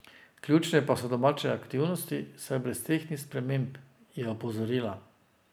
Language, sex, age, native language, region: Slovenian, male, 50-59, Slovenian, Drava region